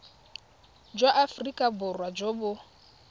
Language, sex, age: Tswana, female, 21